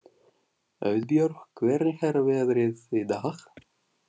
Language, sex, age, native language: Icelandic, male, 40-49, Russian